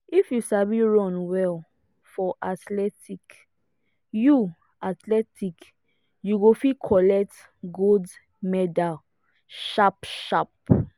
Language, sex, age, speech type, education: Nigerian Pidgin, female, 15-29, spontaneous, tertiary